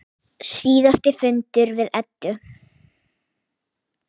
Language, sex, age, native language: Icelandic, female, 8, Icelandic